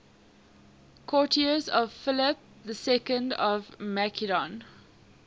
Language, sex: English, female